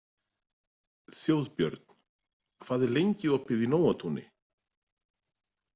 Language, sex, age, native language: Icelandic, male, 40-49, Icelandic